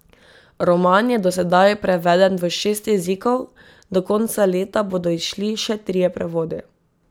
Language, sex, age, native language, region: Slovenian, female, 18-29, Slovenian, Drava region